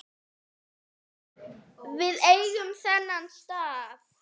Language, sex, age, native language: Icelandic, female, 8, Icelandic